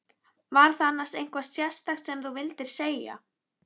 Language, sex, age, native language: Icelandic, female, 11, Icelandic